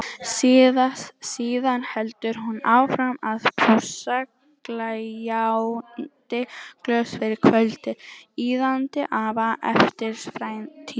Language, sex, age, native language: Icelandic, female, 18-19, Icelandic